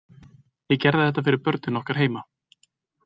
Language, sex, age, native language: Icelandic, male, 20-29, Icelandic